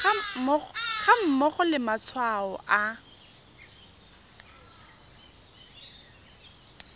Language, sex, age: Tswana, female, 25